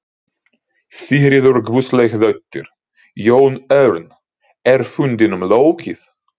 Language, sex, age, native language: Icelandic, male, 30-39, Ukrainian